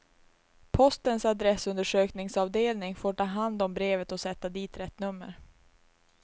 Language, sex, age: Swedish, female, 19